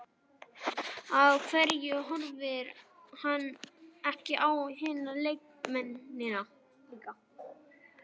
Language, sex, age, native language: Icelandic, male, 11, Icelandic